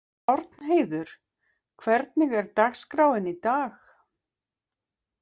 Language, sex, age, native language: Icelandic, female, 50-59, Icelandic